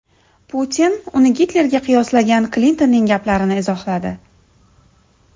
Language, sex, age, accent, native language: Uzbek, female, 30-39, Samarqand, Uzbek